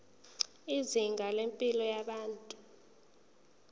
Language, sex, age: Zulu, female, 19